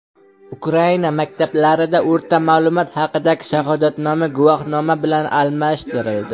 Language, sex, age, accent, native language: Uzbek, male, under 19, Qashqadaryo, Uzbek